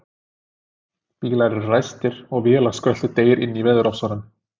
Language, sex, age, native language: Icelandic, male, 30-39, Icelandic